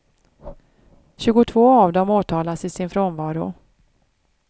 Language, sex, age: Swedish, female, 36